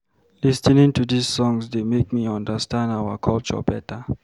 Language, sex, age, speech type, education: Nigerian Pidgin, male, 30-45, read, primary